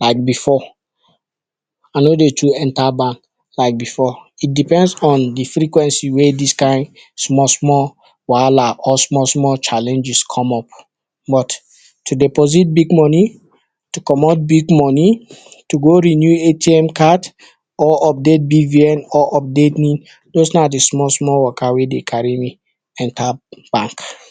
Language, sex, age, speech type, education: Nigerian Pidgin, male, 60+, spontaneous, tertiary